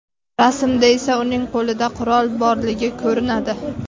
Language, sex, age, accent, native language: Uzbek, female, 18-24, Navoiy, Uzbek